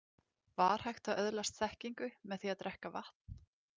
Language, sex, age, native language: Icelandic, female, 30-39, Icelandic